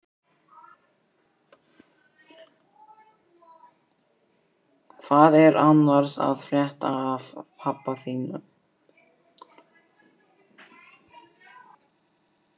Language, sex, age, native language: Icelandic, female, 11, Icelandic